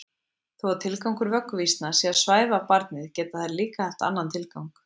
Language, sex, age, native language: Icelandic, female, 20-29, Icelandic